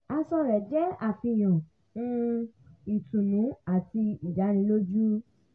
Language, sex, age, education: Yoruba, female, 15-29, tertiary